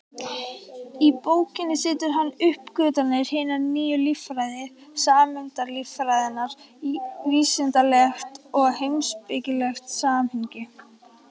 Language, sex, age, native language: Icelandic, female, 18-19, Icelandic